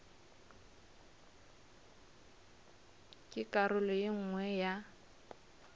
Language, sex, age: Northern Sotho, female, 26